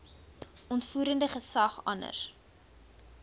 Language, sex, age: Afrikaans, female, 22